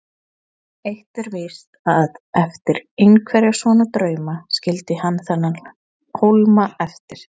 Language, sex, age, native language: Icelandic, female, 20-29, Icelandic